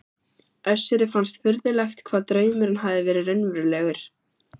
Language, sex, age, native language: Icelandic, female, 14, Icelandic